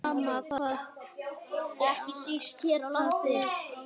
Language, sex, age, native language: Icelandic, male, 9, Icelandic